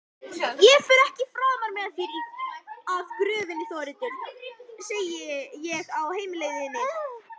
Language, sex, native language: Icelandic, male, Icelandic